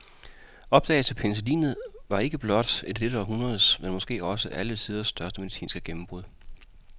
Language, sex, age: Danish, male, 40